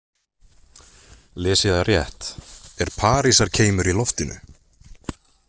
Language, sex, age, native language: Icelandic, male, 20-29, Icelandic